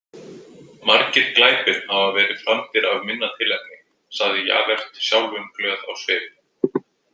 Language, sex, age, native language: Icelandic, male, 20-29, Icelandic